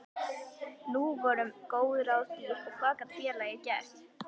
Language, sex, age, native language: Icelandic, female, 11, Icelandic